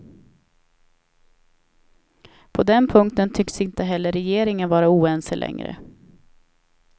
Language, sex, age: Swedish, female, 28